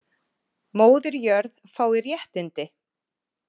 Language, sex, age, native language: Icelandic, female, 40-49, Icelandic